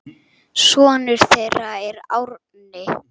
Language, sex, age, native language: Icelandic, male, 8, Icelandic